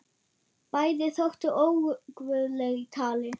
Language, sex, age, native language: Icelandic, female, 9, German